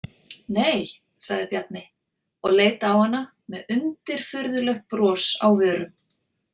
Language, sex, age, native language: Icelandic, female, 40-49, Icelandic